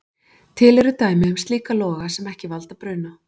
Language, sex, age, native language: Icelandic, female, 40-49, Icelandic